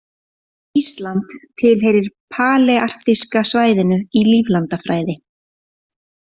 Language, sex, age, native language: Icelandic, female, 40-49, Icelandic